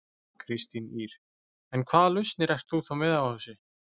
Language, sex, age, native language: Icelandic, male, 20-29, Icelandic